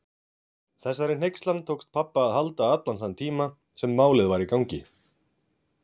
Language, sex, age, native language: Icelandic, male, 40-49, Icelandic